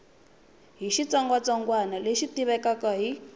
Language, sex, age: Tsonga, female, 20